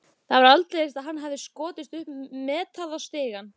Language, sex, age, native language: Icelandic, female, 15, Icelandic